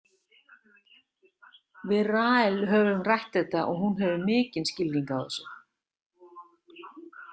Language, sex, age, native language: Icelandic, female, 60-69, Icelandic